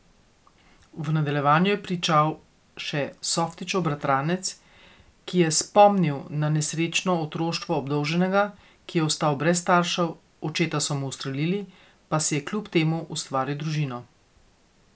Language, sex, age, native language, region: Slovenian, female, 50-59, Slovenian, Coastal Karst region